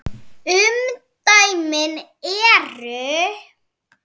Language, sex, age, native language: Icelandic, female, 7, Icelandic